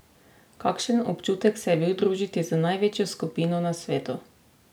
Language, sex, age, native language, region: Slovenian, female, 18-29, Slovenian, Drava region